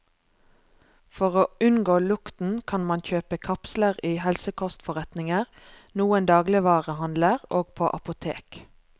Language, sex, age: Norwegian, female, 36